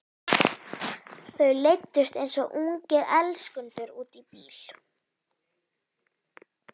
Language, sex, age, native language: Icelandic, female, 11, Icelandic